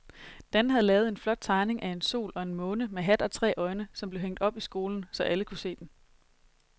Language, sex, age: Danish, female, 22